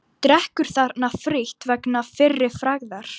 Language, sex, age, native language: Icelandic, female, 12, Icelandic